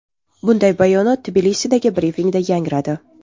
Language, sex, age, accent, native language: Uzbek, female, 19-29, Qashqadaryo, Uzbek